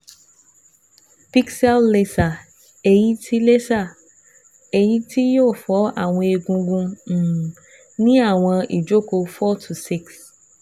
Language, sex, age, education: Yoruba, female, 15-29, tertiary